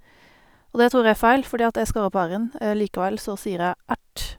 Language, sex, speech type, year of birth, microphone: Norwegian, female, spontaneous, 1988, Sennheiser